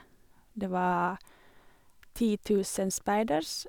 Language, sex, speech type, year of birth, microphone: Norwegian, female, spontaneous, 1987, Sennheiser